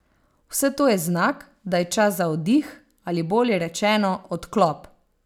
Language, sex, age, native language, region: Slovenian, female, 30-49, Slovenian, Savinja region